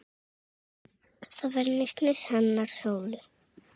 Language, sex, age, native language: Icelandic, female, 7, Czech